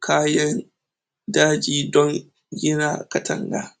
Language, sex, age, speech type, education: Hausa, male, 30-45, spontaneous, tertiary